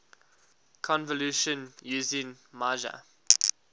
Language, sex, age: English, male, 19